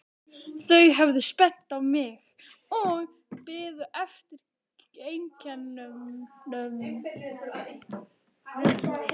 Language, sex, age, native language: Icelandic, male, 11, Icelandic